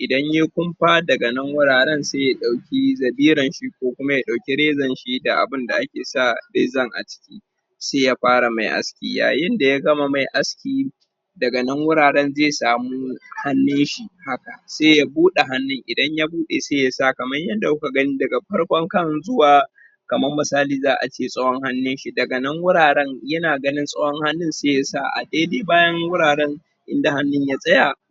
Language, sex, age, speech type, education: Hausa, male, 30-45, spontaneous, tertiary